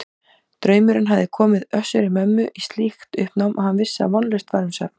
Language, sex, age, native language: Icelandic, female, 18-19, Icelandic